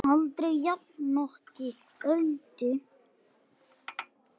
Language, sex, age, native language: Icelandic, male, 7, Icelandic